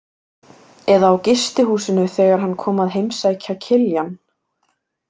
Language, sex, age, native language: Icelandic, female, 18-19, Icelandic